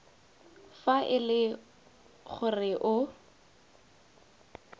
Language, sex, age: Tswana, female, 18